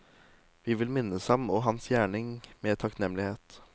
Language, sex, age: Norwegian, male, 18